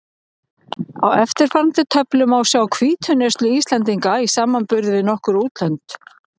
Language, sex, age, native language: Icelandic, male, 40-49, Icelandic